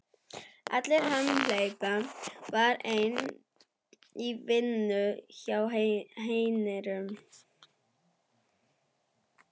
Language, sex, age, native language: Icelandic, female, 11, German